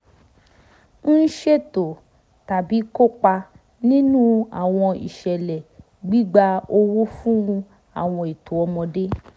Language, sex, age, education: Yoruba, female, 15-29, tertiary